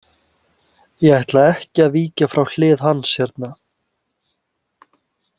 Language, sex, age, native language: Icelandic, male, 20-29, Icelandic